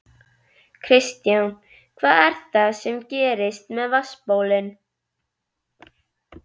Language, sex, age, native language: Icelandic, female, 11, Icelandic